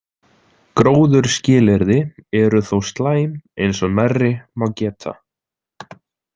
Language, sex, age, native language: Icelandic, male, 20-29, Icelandic